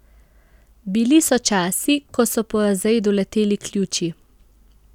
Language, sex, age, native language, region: Slovenian, female, 18-29, Slovenian, Central Slovenia